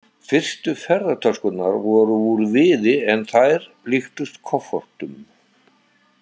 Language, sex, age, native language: Icelandic, male, 70-79, Icelandic